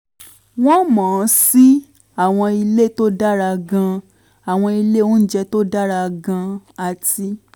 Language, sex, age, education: Yoruba, female, 15-29, tertiary